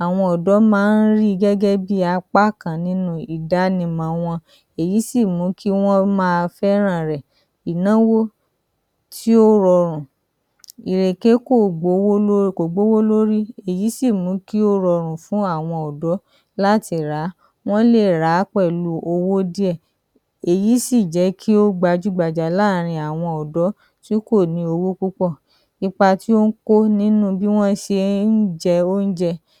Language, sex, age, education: Yoruba, female, 30-45, tertiary